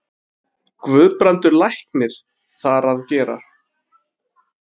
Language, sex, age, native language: Icelandic, male, 30-39, Icelandic